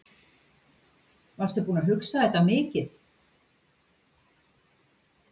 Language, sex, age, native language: Icelandic, female, 50-59, Icelandic